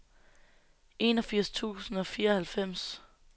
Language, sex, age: Danish, female, 19